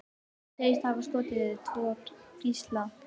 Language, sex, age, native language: Icelandic, female, 18-19, Icelandic